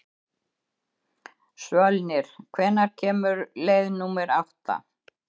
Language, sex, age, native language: Icelandic, female, 70-79, Icelandic